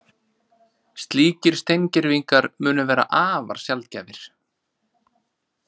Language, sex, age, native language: Icelandic, male, 30-39, Icelandic